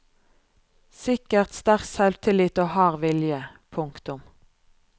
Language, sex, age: Norwegian, female, 36